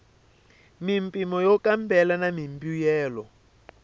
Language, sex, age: Tsonga, male, 23